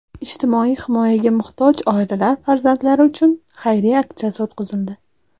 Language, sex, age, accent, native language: Uzbek, female, 18-24, Toshkent shahri, Uzbek